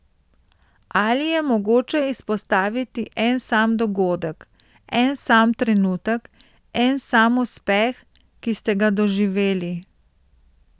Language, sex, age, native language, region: Slovenian, female, 30-49, Slovenian, Central Slovenia